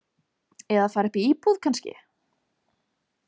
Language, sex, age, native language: Icelandic, female, 20-29, Icelandic